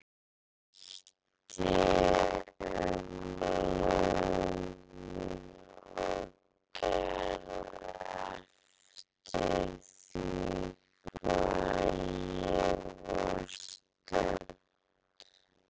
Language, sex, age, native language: Icelandic, female, 18-19, Icelandic